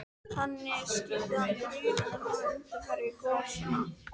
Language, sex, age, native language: Icelandic, female, 13, Icelandic